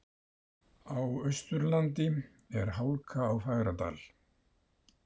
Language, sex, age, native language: Icelandic, male, 70-79, Icelandic